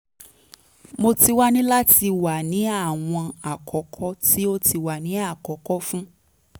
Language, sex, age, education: Yoruba, female, 15-29, tertiary